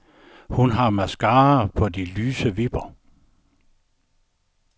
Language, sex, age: Danish, male, 69